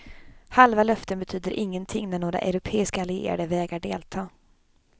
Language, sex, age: Swedish, female, 26